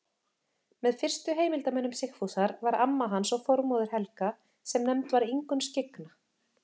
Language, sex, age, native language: Icelandic, female, 30-39, Icelandic